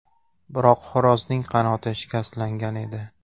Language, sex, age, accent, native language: Uzbek, male, 19-29, Namangan, Uzbek